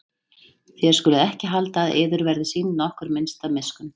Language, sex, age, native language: Icelandic, female, 30-39, Icelandic